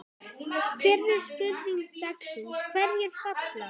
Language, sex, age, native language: Icelandic, female, 9, Icelandic